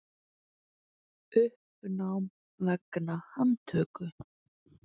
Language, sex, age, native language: Icelandic, female, 20-29, Icelandic